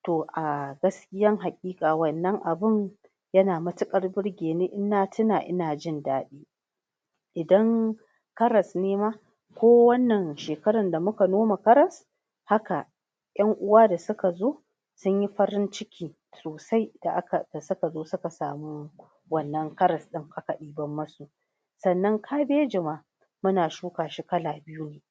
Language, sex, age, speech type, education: Hausa, female, 46-60, spontaneous, tertiary